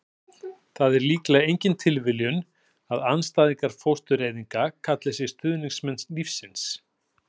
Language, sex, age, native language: Icelandic, male, 40-49, Icelandic